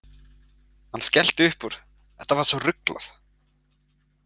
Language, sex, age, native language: Icelandic, male, 20-29, Icelandic